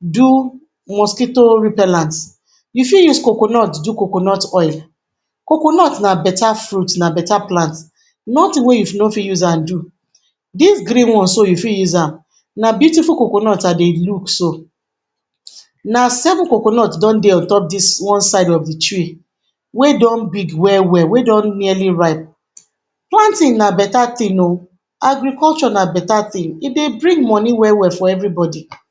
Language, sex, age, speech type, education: Nigerian Pidgin, female, 46-60, spontaneous, tertiary